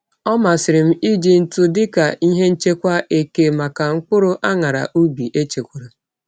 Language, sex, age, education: Igbo, female, 30-45, tertiary